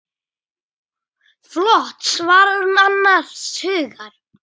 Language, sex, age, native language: Icelandic, male, 8, Icelandic